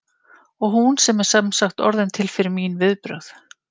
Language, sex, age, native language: Icelandic, female, 50-59, Icelandic